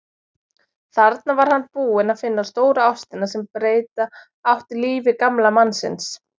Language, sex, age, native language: Icelandic, female, 20-29, Icelandic